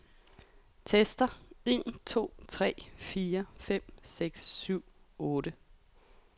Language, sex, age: Danish, female, 28